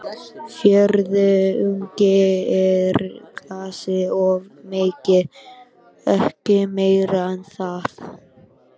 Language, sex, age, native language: Icelandic, male, 13, Icelandic